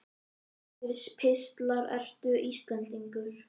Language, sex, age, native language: Icelandic, male, 11, Icelandic